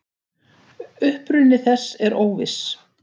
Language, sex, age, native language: Icelandic, female, 60-69, Icelandic